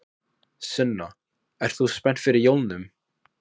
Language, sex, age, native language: Icelandic, male, 15, Icelandic